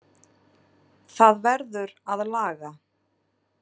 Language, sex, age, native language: Icelandic, female, 30-39, Icelandic